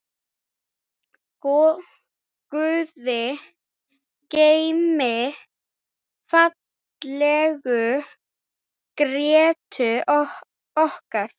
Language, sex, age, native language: Icelandic, female, 8, Icelandic